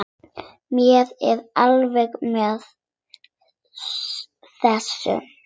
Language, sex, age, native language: Icelandic, female, 8, Icelandic